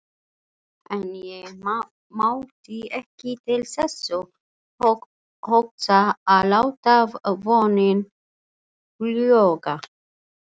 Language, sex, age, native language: Icelandic, female, 40-49, Icelandic